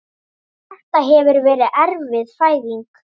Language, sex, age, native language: Icelandic, female, 9, Icelandic